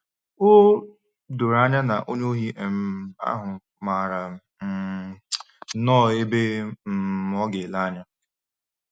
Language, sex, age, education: Igbo, male, 15-29, tertiary